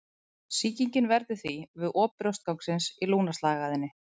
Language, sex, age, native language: Icelandic, female, 30-39, Icelandic